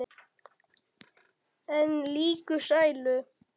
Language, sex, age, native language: Icelandic, male, 7, Icelandic